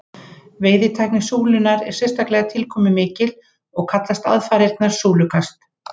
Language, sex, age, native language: Icelandic, female, 50-59, Icelandic